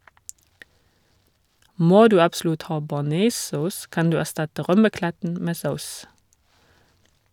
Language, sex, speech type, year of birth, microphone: Norwegian, female, read, 1979, Shure